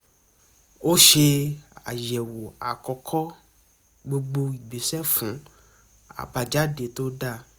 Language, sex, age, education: Yoruba, male, 15-29, tertiary